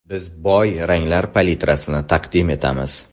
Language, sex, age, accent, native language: Uzbek, male, 18-24, Samarqand, Uzbek